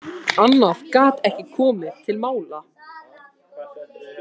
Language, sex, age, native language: Icelandic, other, 18-19, Icelandic